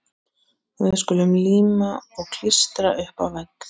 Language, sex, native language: Icelandic, male, Icelandic